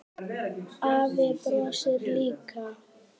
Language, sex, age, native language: Icelandic, male, 10, Icelandic